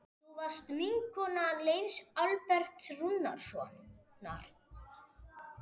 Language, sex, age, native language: Icelandic, male, 40-49, Spanish